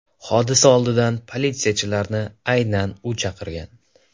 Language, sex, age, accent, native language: Uzbek, male, 12-17, Toshkent viloyati, Kazakh